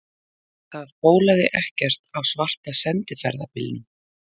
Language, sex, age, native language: Icelandic, female, 40-49, Icelandic